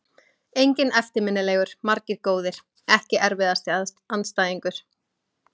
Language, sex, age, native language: Icelandic, female, 20-29, Icelandic